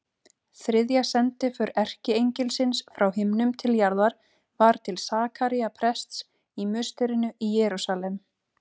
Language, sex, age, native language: Icelandic, female, 30-39, Icelandic